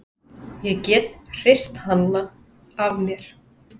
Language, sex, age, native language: Icelandic, female, 30-39, Icelandic